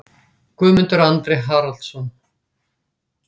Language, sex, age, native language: Icelandic, female, 60-69, Icelandic